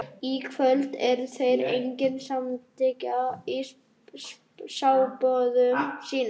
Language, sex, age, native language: Icelandic, male, 18-19, Icelandic